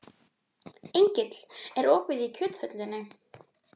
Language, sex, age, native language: Icelandic, female, 12, Icelandic